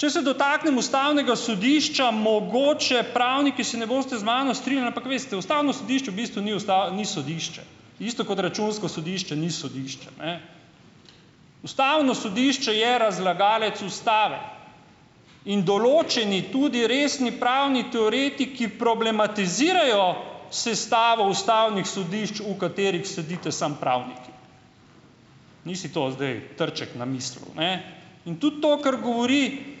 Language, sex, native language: Slovenian, male, Slovenian